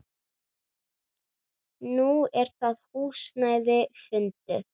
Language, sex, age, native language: Icelandic, female, 9, Icelandic